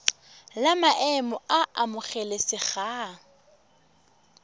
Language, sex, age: Tswana, female, 21